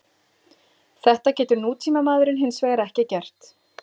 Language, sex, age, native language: Icelandic, female, 40-49, Icelandic